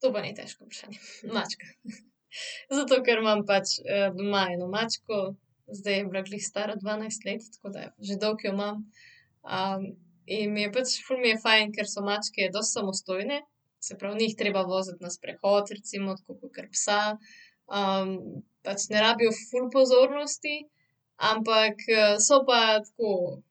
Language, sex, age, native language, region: Slovenian, female, 30-49, Slovenian, Central Slovenia